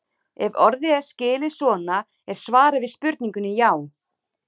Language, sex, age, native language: Icelandic, female, 30-39, Icelandic